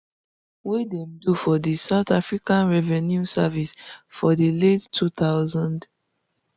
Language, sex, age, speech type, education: Nigerian Pidgin, female, 15-29, spontaneous, tertiary